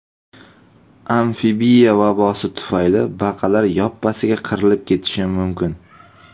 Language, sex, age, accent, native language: Uzbek, male, 19-29, Surxondaryo, Uzbek